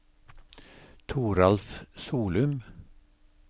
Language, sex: Norwegian, male